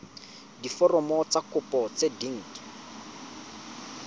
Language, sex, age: Tswana, male, 25